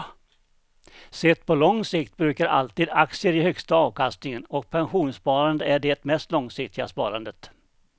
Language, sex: Swedish, male